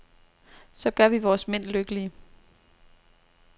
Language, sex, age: Danish, female, 26